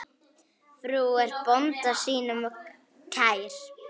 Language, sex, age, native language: Icelandic, female, 9, Icelandic